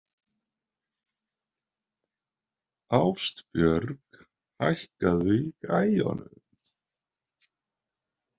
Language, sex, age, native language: Icelandic, male, 20-29, Icelandic